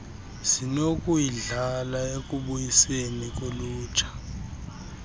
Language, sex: Xhosa, male